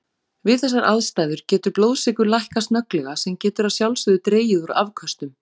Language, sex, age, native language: Icelandic, female, 40-49, Icelandic